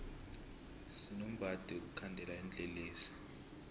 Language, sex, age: South Ndebele, male, 20